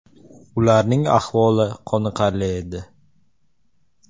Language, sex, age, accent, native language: Uzbek, male, 18-24, Samarqand, Uzbek